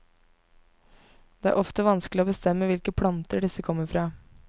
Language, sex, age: Norwegian, female, 19